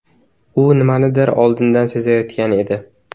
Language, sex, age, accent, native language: Uzbek, male, under 19, Navoiy, Uzbek